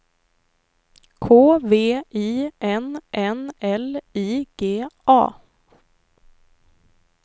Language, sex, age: Swedish, female, 25